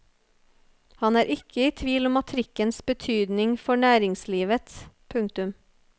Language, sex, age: Norwegian, female, 30